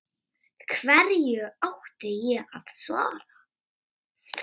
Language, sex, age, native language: Icelandic, male, 7, Icelandic